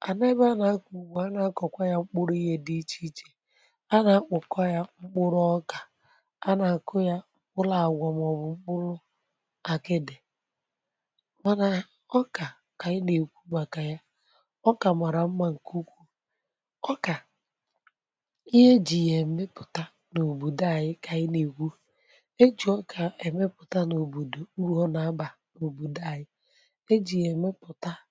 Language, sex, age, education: Igbo, female, 30-45, tertiary